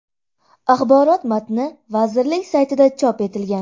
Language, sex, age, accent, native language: Uzbek, female, 18-24, Andijon, Uzbek